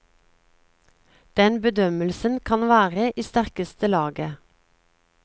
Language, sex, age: Norwegian, female, 36